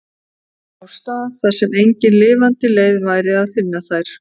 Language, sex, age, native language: Icelandic, female, 50-59, Icelandic